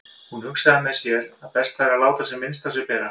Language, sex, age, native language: Icelandic, male, 50-59, Icelandic